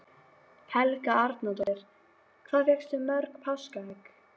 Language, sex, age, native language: Icelandic, female, 12, Icelandic